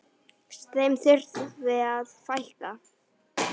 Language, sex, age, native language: Icelandic, male, 9, Icelandic